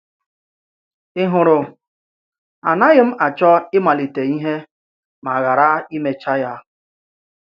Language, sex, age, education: Igbo, male, 30-45, tertiary